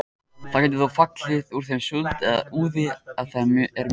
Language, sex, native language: Icelandic, male, Icelandic